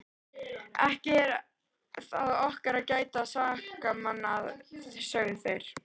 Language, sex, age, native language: Icelandic, female, 13, Icelandic